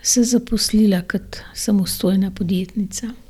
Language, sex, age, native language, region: Slovenian, female, 60+, Slovenian, Gorenjska region